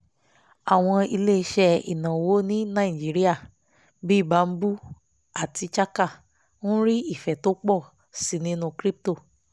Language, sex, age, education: Yoruba, female, 15-29, tertiary